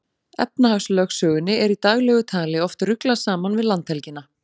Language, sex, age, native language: Icelandic, female, 40-49, Icelandic